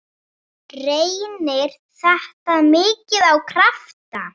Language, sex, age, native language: Icelandic, female, 7, Icelandic